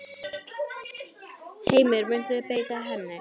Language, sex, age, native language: Icelandic, female, 9, Icelandic